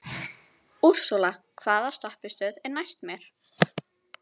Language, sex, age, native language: Icelandic, female, 11, Icelandic